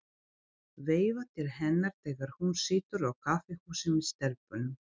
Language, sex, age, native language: Icelandic, female, 40-49, Serbo-Croatian